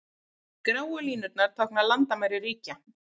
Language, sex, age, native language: Icelandic, female, 30-39, Icelandic